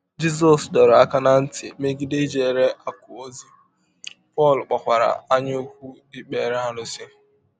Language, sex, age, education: Igbo, male, 15-29, tertiary